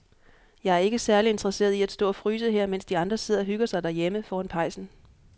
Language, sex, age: Danish, female, 26